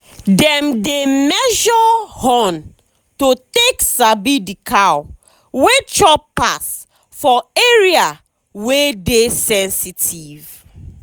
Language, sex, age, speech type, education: Nigerian Pidgin, female, 15-29, spontaneous, tertiary